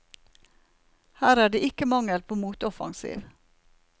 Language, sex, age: Norwegian, female, 47